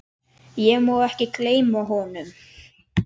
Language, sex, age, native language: Icelandic, male, 10, Icelandic